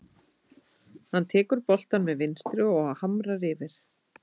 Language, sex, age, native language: Icelandic, female, 30-39, Icelandic